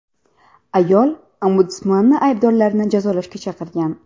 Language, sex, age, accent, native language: Uzbek, female, 12-17, Jizzax, Uzbek